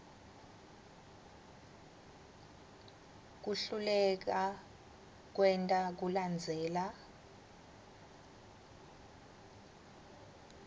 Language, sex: Swati, female